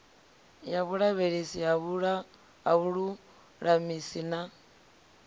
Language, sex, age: Venda, female, 25